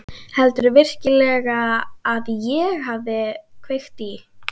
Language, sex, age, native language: Icelandic, female, 12, Icelandic